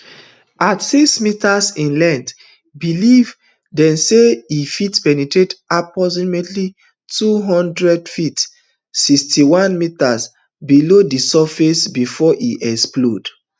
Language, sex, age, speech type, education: Nigerian Pidgin, male, 30-45, spontaneous, tertiary